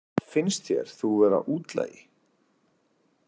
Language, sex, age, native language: Icelandic, male, 40-49, Icelandic